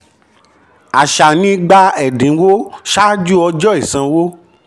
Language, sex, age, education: Yoruba, male, 30-45, tertiary